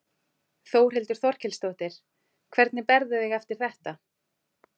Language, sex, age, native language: Icelandic, female, 40-49, Icelandic